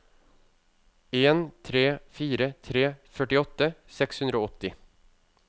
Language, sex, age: Norwegian, male, 35